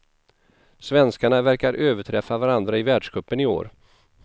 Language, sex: Swedish, male